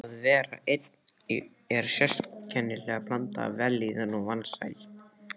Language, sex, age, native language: Icelandic, male, 13, Icelandic